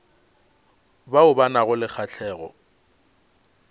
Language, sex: Northern Sotho, male